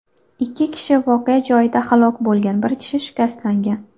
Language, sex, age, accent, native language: Uzbek, female, 18-24, Qashqadaryo, Uzbek